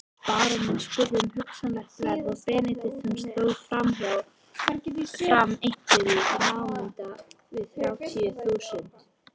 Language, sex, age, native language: Icelandic, female, 18-19, Icelandic